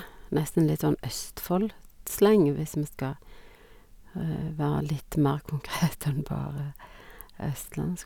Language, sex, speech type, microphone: Norwegian, female, spontaneous, Sennheiser